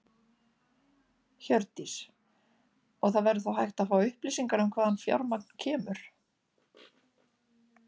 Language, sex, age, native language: Icelandic, female, 30-39, Icelandic